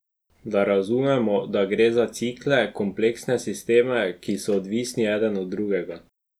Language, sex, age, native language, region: Slovenian, male, 12-17, Slovenian, Drava region